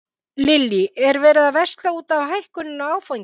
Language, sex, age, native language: Icelandic, female, 50-59, Icelandic